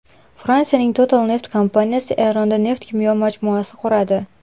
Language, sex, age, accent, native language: Uzbek, female, 18-24, Toshkent viloyati, Uzbek